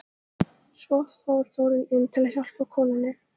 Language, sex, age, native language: Icelandic, female, 14, Icelandic